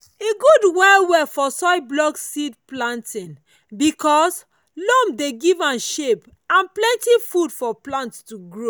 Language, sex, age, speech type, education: Nigerian Pidgin, female, 30-45, spontaneous, tertiary